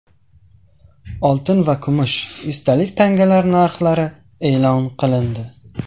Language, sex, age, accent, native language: Uzbek, male, 18-24, Qashqadaryo, Tajik